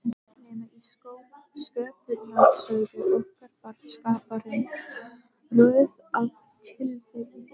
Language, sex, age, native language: Icelandic, female, 12, Icelandic